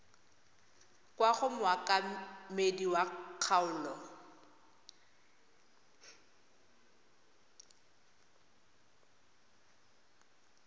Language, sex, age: Tswana, female, 20